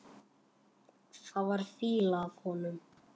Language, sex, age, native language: Icelandic, male, 8, Icelandic